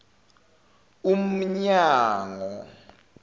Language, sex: Zulu, male